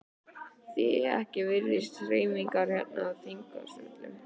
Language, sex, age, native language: Icelandic, male, 11, Icelandic